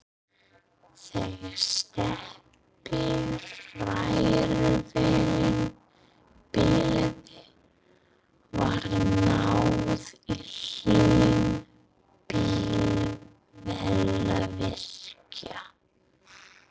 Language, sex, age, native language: Icelandic, female, 30-39, English